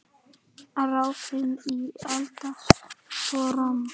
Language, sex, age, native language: Icelandic, male, 8, Icelandic